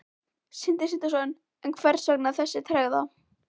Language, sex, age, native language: Icelandic, female, 11, Icelandic